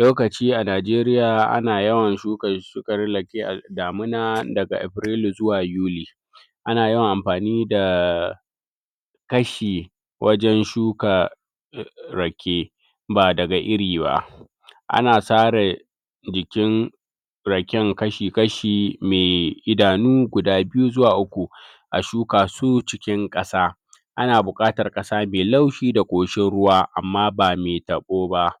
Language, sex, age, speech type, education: Hausa, male, 30-45, spontaneous, tertiary